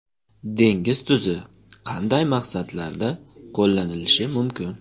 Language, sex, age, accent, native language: Uzbek, male, 25-34, Namangan, Uzbek